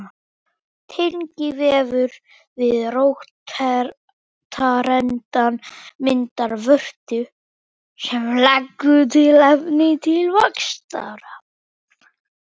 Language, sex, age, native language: Icelandic, male, 18-19, Icelandic